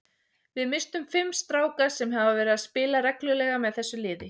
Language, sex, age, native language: Icelandic, female, 20-29, Icelandic